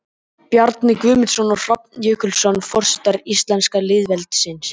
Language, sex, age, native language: Icelandic, male, 18-19, Icelandic